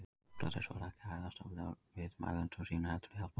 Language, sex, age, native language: Icelandic, male, 20-29, Icelandic